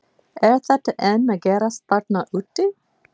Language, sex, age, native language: Icelandic, female, 40-49, English